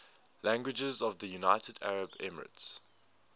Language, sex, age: English, male, 19